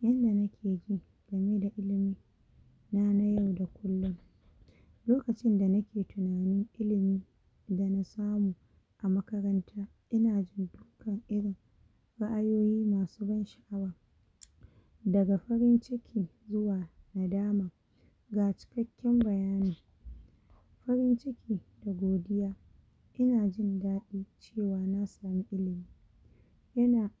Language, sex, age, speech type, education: Hausa, female, 46-60, spontaneous, tertiary